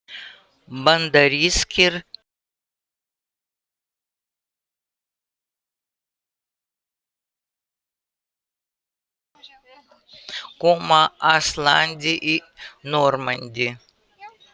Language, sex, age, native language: Icelandic, female, 80-89, Russian